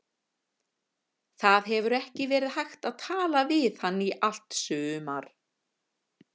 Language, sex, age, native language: Icelandic, female, 50-59, Icelandic